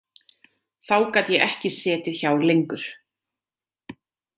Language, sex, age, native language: Icelandic, female, 30-39, Icelandic